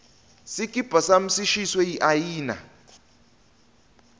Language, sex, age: Swati, male, 20